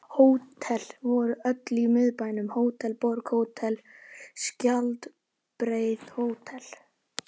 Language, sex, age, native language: Icelandic, male, 11, Icelandic